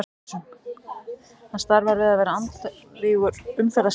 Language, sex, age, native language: Icelandic, male, 14, Icelandic